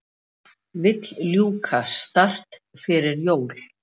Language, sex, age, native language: Icelandic, female, 40-49, Icelandic